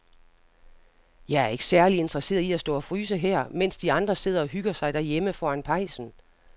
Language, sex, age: Danish, female, 60